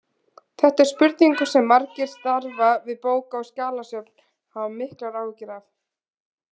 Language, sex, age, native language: Icelandic, female, 20-29, Icelandic